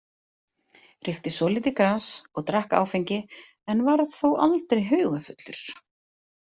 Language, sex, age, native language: Icelandic, female, 40-49, Icelandic